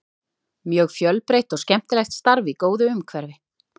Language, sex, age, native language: Icelandic, female, 30-39, Icelandic